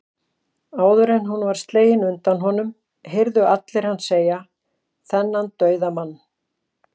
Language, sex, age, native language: Icelandic, female, 40-49, Icelandic